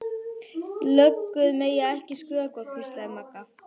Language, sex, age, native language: Icelandic, female, 11, Icelandic